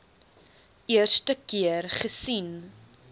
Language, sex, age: Afrikaans, female, 19